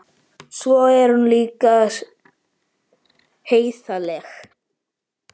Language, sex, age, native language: Icelandic, male, 12, Icelandic